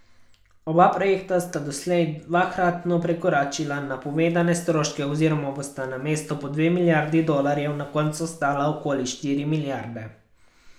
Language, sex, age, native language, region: Slovenian, male, 12-17, Slovenian, Carinthia region